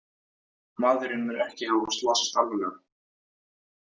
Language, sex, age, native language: Icelandic, male, 18-19, Icelandic